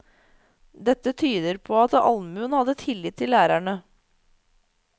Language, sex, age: Norwegian, female, 30